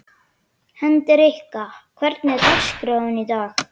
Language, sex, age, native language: Icelandic, male, 11, Icelandic